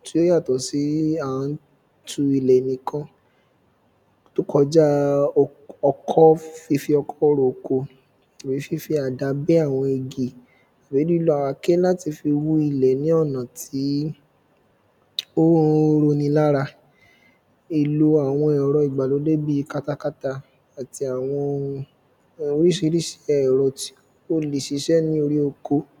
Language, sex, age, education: Yoruba, male, 15-29, secondary